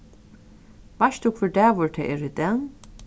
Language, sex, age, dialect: Faroese, female, 36-60, Suðurstreymoy